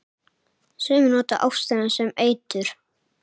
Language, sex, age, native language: Icelandic, male, 7, Icelandic